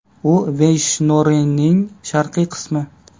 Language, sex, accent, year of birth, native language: Uzbek, male, Qashqadaryo, 2000, Uzbek